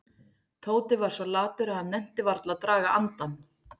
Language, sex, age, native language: Icelandic, female, 40-49, Icelandic